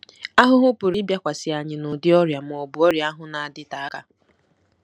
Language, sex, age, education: Igbo, female, 15-29, tertiary